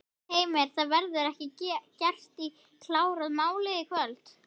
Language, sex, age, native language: Icelandic, female, 11, Icelandic